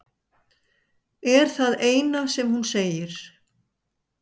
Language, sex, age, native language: Icelandic, male, 60-69, Icelandic